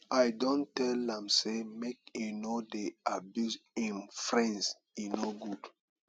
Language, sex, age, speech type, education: Nigerian Pidgin, male, 30-45, spontaneous, tertiary